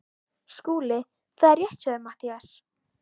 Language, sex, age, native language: Icelandic, female, 11, Icelandic